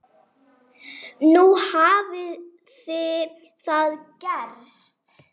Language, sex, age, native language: Icelandic, male, 7, Icelandic